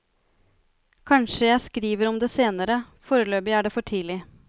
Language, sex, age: Norwegian, female, 33